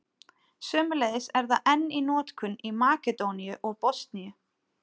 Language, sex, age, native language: Icelandic, female, 30-39, Icelandic